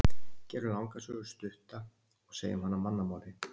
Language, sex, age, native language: Icelandic, male, 50-59, Icelandic